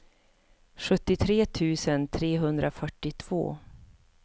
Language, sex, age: Swedish, female, 54